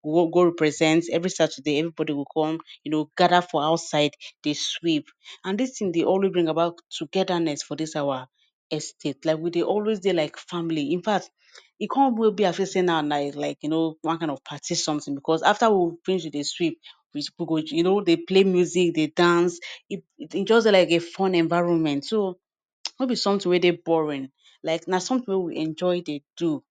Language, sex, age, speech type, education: Nigerian Pidgin, female, 15-29, spontaneous, tertiary